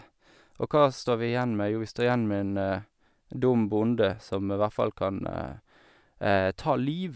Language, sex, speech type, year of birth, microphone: Norwegian, male, spontaneous, 1983, Sennheiser